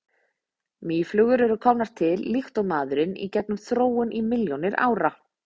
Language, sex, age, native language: Icelandic, female, 20-29, Icelandic